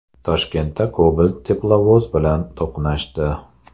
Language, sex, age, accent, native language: Uzbek, male, 35+, Andijon, Uzbek